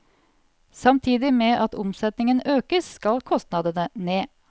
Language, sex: Norwegian, female